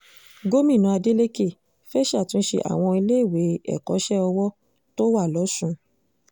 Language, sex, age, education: Yoruba, female, 15-29, secondary